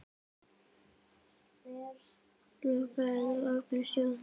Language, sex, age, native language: Icelandic, female, 9, Icelandic